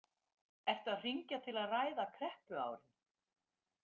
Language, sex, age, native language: Icelandic, female, 50-59, Icelandic